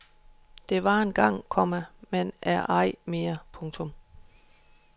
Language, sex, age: Danish, female, 31